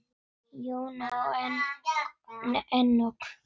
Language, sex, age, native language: Icelandic, female, 9, Icelandic